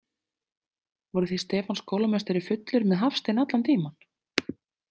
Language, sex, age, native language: Icelandic, female, 30-39, Icelandic